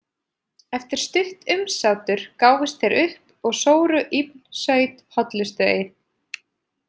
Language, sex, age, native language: Icelandic, female, 30-39, Icelandic